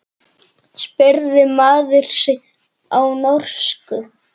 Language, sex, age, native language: Icelandic, male, 9, Icelandic